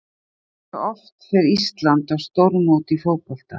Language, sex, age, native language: Icelandic, female, 50-59, Icelandic